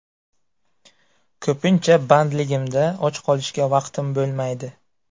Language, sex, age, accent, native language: Uzbek, male, 18-24, Buxoro, Uzbek